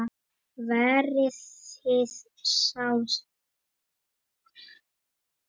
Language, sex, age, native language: Icelandic, male, 10, Icelandic